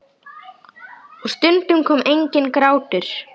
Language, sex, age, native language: Icelandic, male, 10, Icelandic